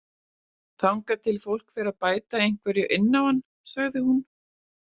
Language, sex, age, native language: Icelandic, female, 40-49, Icelandic